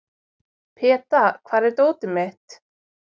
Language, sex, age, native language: Icelandic, female, 20-29, Icelandic